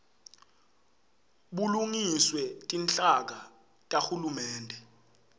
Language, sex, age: Swati, male, 18